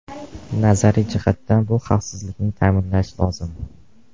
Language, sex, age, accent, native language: Uzbek, male, 18-24, Jizzax, Uzbek